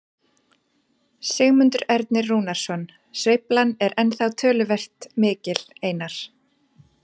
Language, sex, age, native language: Icelandic, female, 40-49, Icelandic